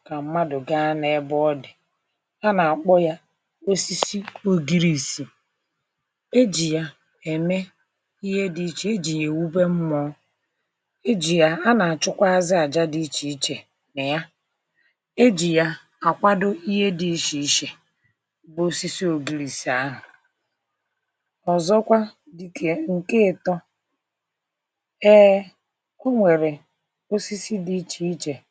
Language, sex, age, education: Igbo, male, 60+, tertiary